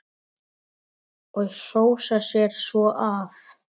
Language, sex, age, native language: Icelandic, male, 10, Icelandic